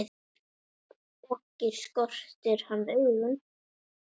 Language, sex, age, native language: Icelandic, male, 9, Icelandic